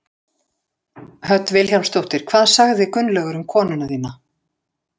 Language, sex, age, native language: Icelandic, female, 60-69, Icelandic